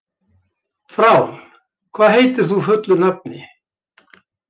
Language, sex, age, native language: Icelandic, male, 70-79, Icelandic